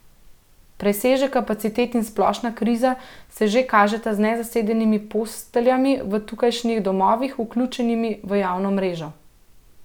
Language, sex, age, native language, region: Slovenian, female, 30-49, Slovenian, Central Slovenia